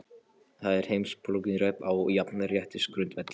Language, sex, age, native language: Icelandic, male, 13, Polish